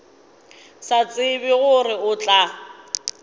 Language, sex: Northern Sotho, female